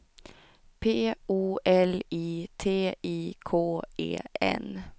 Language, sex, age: Swedish, female, 29